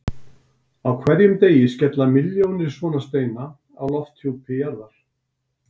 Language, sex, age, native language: Icelandic, male, 60-69, Icelandic